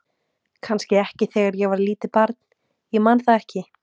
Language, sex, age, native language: Icelandic, female, 18-19, Icelandic